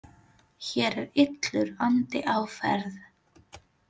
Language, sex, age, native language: Icelandic, female, 30-39, Filipino